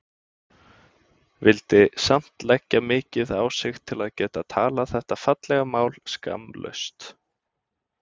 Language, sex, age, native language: Icelandic, male, 20-29, Icelandic